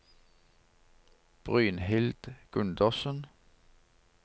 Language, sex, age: Norwegian, male, 59